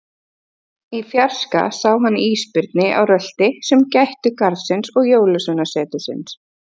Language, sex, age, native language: Icelandic, female, 30-39, Icelandic